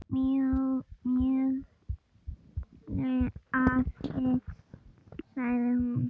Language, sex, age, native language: Icelandic, female, 10, Icelandic